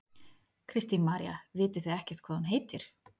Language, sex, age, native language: Icelandic, female, 30-39, Icelandic